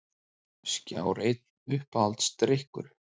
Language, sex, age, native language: Icelandic, male, 30-39, Icelandic